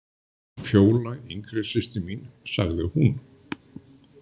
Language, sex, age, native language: Icelandic, male, 60-69, Icelandic